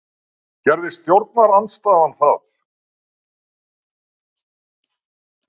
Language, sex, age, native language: Icelandic, male, 60-69, Icelandic